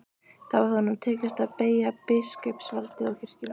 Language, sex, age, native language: Icelandic, female, 15, Icelandic